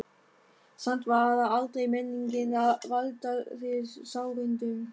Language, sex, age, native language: Icelandic, male, 13, German